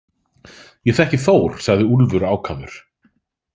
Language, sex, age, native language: Icelandic, male, 30-39, Icelandic